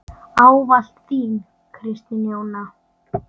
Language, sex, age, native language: Icelandic, female, 9, Icelandic